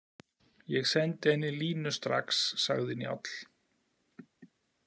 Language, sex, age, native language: Icelandic, male, 40-49, Icelandic